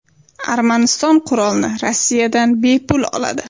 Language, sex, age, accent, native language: Uzbek, female, 18-24, Sirdaryo, Uzbek